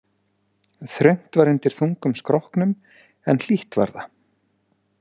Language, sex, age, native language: Icelandic, male, 40-49, Icelandic